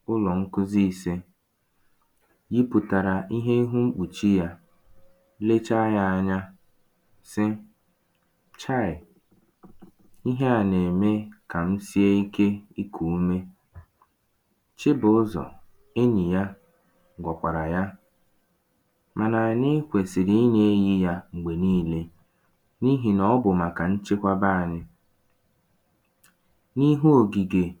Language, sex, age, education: Igbo, male, 15-29, tertiary